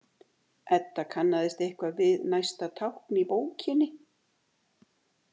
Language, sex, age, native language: Icelandic, female, 60-69, Icelandic